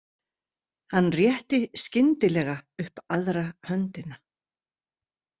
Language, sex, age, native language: Icelandic, female, 60-69, Icelandic